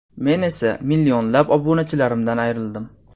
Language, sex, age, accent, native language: Uzbek, male, 19-29, Namangan, Uzbek